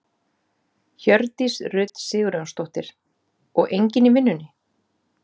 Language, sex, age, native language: Icelandic, female, 40-49, Icelandic